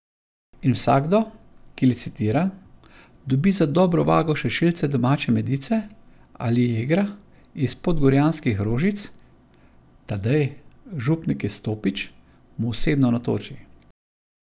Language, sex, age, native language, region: Slovenian, male, 50-59, Slovenian, Savinja region